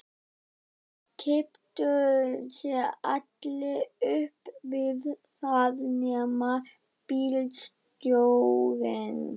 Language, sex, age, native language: Icelandic, female, 12, Icelandic